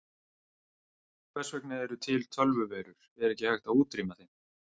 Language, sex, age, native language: Icelandic, male, 30-39, Icelandic